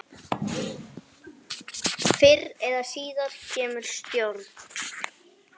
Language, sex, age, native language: Icelandic, female, 10, Icelandic